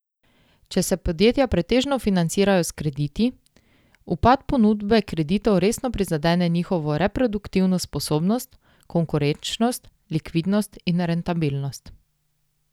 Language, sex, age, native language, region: Slovenian, female, 18-29, Slovenian, Drava region